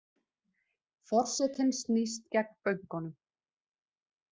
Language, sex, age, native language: Icelandic, female, 20-29, Icelandic